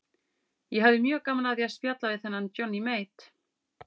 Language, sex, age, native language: Icelandic, female, 40-49, Icelandic